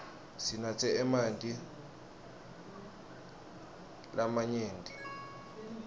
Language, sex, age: Swati, male, 20